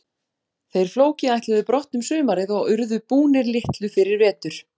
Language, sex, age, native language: Icelandic, female, 40-49, Icelandic